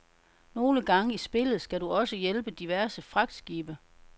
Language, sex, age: Danish, female, 52